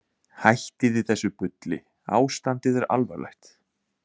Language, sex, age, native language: Icelandic, male, 20-29, Icelandic